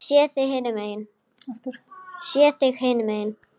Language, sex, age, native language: Icelandic, male, 7, Icelandic